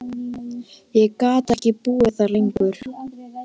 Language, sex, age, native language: Icelandic, male, 12, Icelandic